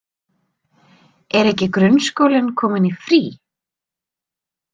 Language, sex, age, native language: Icelandic, female, 30-39, Icelandic